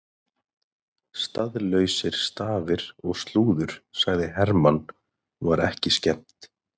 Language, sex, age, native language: Icelandic, male, 30-39, Icelandic